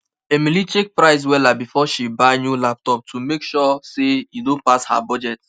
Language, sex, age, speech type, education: Nigerian Pidgin, male, 15-29, spontaneous, tertiary